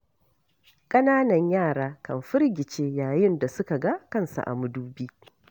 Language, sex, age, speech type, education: Hausa, female, 46-60, read, tertiary